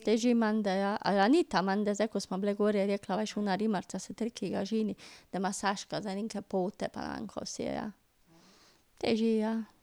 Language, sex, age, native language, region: Slovenian, female, 50-59, Slovenian, Drava region